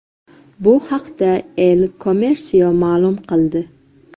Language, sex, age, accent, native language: Uzbek, female, 12-17, Jizzax, Uzbek